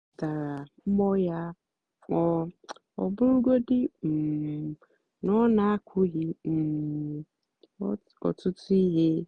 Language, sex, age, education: Igbo, female, 15-29, tertiary